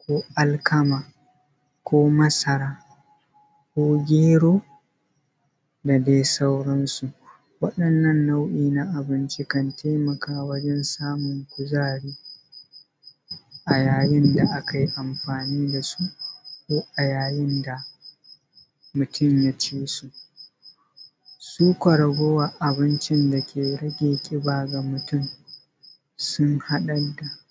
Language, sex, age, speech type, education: Hausa, male, 30-45, spontaneous, secondary